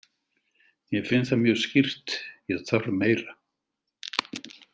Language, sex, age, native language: Icelandic, male, 70-79, Icelandic